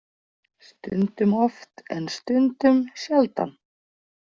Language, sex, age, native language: Icelandic, female, 40-49, Icelandic